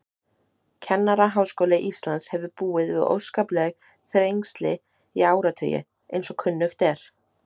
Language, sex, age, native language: Icelandic, female, 18-19, Icelandic